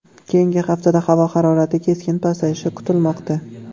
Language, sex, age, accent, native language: Uzbek, male, 18-24, Toshkent viloyati, Uzbek